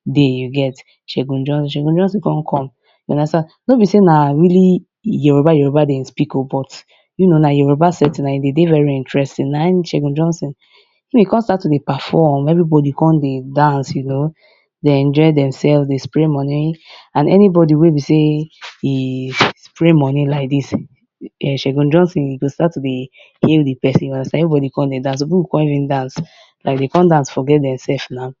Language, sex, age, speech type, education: Nigerian Pidgin, female, 15-29, spontaneous, tertiary